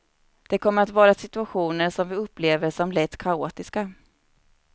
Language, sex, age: Swedish, female, 29